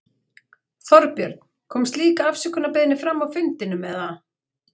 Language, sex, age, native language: Icelandic, female, 40-49, Icelandic